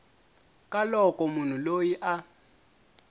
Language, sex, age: Tsonga, male, 22